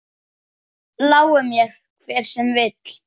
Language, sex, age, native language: Icelandic, male, 9, Icelandic